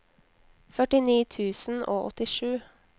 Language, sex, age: Norwegian, female, 19